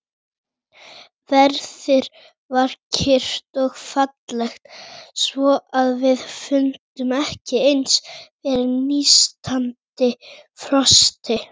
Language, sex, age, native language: Icelandic, female, 18-19, Icelandic